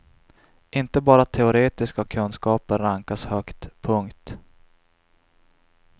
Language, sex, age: Swedish, male, 26